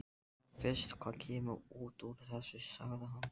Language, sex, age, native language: Icelandic, male, 13, Icelandic